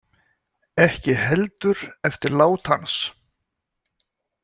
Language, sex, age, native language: Icelandic, male, 60-69, Icelandic